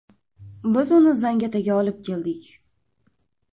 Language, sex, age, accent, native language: Uzbek, female, 18-24, Toshkent shahri, Uzbek